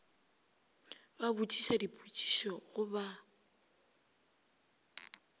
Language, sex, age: Northern Sotho, female, 25